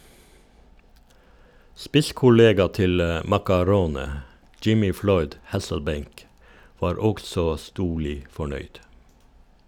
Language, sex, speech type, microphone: Norwegian, male, read, Shure